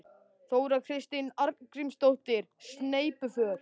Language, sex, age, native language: Icelandic, male, 13, Icelandic